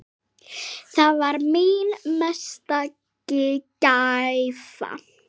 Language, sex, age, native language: Icelandic, female, 8, Icelandic